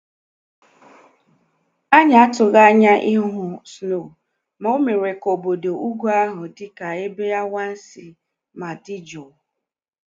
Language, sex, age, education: Igbo, male, 15-29, secondary